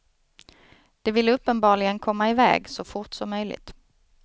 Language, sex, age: Swedish, female, 29